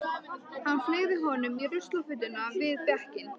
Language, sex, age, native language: Icelandic, female, 13, Icelandic